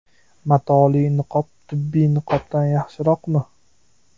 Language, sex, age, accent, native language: Uzbek, male, 25-34, Namangan, Uzbek